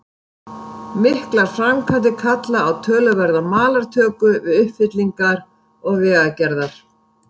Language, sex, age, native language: Icelandic, female, 50-59, Icelandic